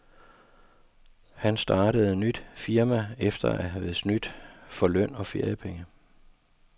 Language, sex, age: Danish, male, 52